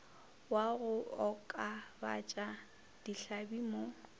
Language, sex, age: Northern Sotho, female, 25